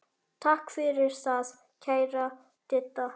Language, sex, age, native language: Icelandic, male, 10, Icelandic